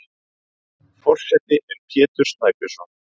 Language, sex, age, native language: Icelandic, male, 30-39, Icelandic